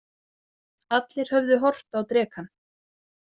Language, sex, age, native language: Icelandic, female, 30-39, Icelandic